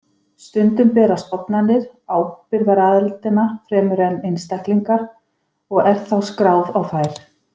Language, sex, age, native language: Icelandic, female, 50-59, Icelandic